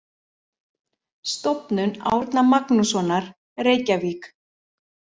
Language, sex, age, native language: Icelandic, male, 40-49, Icelandic